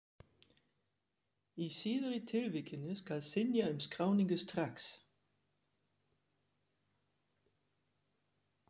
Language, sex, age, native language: Icelandic, female, 40-49, German